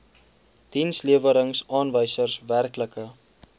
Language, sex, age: Afrikaans, male, 19